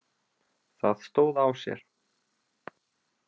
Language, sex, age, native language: Icelandic, male, 20-29, Icelandic